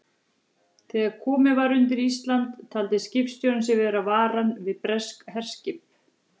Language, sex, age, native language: Icelandic, female, 40-49, Icelandic